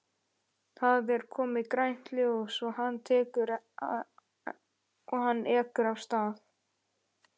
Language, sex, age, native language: Icelandic, male, 11, Icelandic